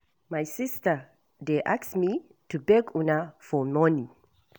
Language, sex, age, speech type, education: Nigerian Pidgin, female, 60+, read, tertiary